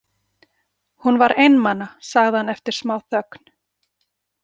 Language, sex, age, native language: Icelandic, female, 40-49, Icelandic